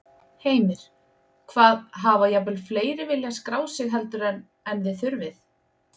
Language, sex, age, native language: Icelandic, female, 20-29, Icelandic